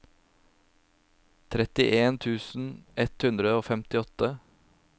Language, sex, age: Norwegian, male, 27